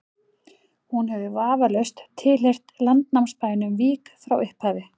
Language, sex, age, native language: Icelandic, female, 40-49, Icelandic